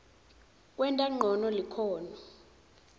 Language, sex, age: Swati, female, 20